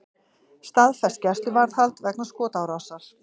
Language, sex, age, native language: Icelandic, female, 50-59, Icelandic